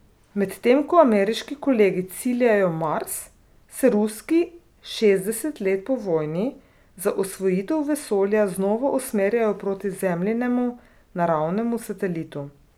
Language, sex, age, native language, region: Slovenian, female, 30-49, Slovenian, Drava region